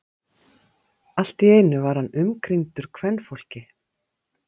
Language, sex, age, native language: Icelandic, female, 50-59, Icelandic